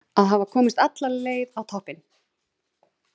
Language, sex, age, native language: Icelandic, female, 40-49, Icelandic